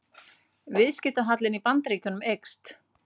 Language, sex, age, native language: Icelandic, female, 40-49, Icelandic